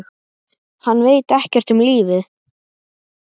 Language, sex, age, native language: Icelandic, male, 8, Icelandic